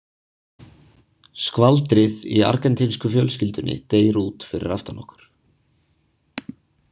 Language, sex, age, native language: Icelandic, male, 20-29, Icelandic